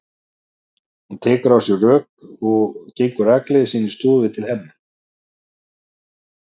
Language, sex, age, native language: Icelandic, male, 40-49, Icelandic